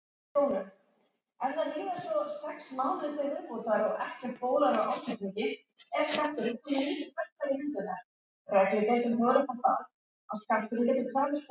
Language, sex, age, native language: Icelandic, male, 60-69, Icelandic